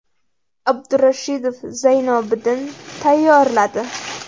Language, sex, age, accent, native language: Uzbek, female, under 19, Navoiy, Uzbek